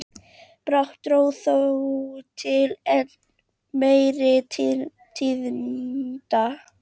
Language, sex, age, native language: Icelandic, female, 12, Icelandic